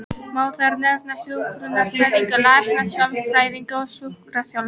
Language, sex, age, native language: Icelandic, female, 18-19, Icelandic